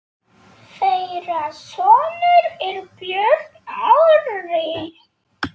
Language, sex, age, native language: Icelandic, male, 9, Polish